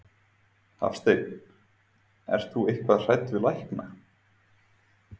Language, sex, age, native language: Icelandic, male, 30-39, Icelandic